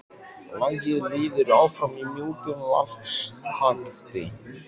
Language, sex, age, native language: Icelandic, male, 14, Icelandic